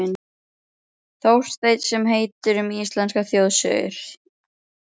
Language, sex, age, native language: Icelandic, female, 11, Icelandic